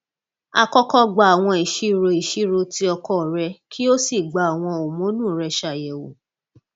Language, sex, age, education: Yoruba, female, 30-45, tertiary